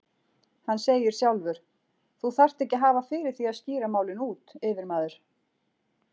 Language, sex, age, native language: Icelandic, female, 40-49, Icelandic